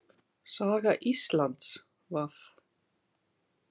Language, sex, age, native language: Icelandic, female, 50-59, Icelandic